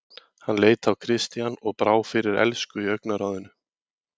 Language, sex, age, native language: Icelandic, male, 20-29, Icelandic